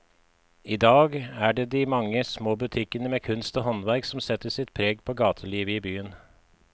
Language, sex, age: Norwegian, male, 53